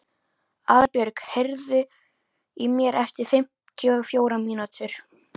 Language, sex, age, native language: Icelandic, female, 13, Icelandic